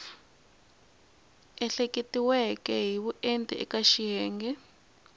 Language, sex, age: Tsonga, female, 20